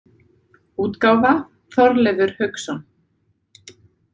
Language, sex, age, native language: Icelandic, female, 30-39, Icelandic